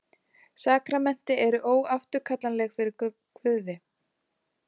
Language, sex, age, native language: Icelandic, female, 40-49, Icelandic